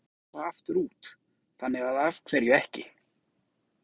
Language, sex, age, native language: Icelandic, male, 20-29, Icelandic